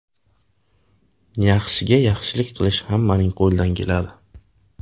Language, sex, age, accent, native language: Uzbek, male, 18-24, Navoiy, Uzbek